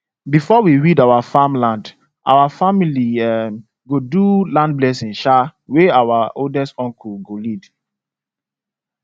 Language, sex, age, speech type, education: Nigerian Pidgin, male, 15-29, spontaneous, secondary